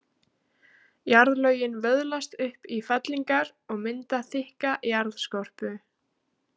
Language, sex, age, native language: Icelandic, female, 18-19, Icelandic